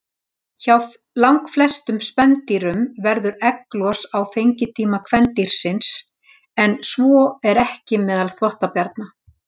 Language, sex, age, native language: Icelandic, female, 60-69, Icelandic